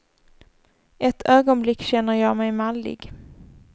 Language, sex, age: Swedish, female, 24